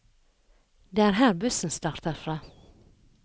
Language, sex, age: Norwegian, female, 57